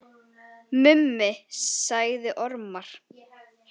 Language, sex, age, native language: Icelandic, female, 18-19, Icelandic